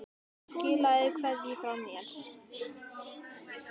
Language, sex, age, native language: Icelandic, female, 10, Icelandic